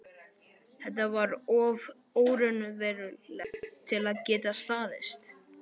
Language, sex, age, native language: Icelandic, male, 12, Icelandic